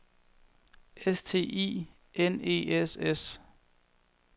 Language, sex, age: Danish, male, 21